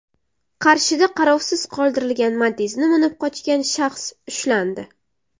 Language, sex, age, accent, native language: Uzbek, female, 18-24, Samarqand, Uzbek